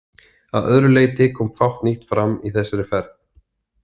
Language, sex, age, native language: Icelandic, male, 30-39, Icelandic